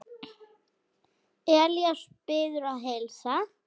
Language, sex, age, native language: Icelandic, female, 7, Icelandic